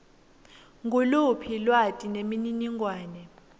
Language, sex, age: Swati, female, 19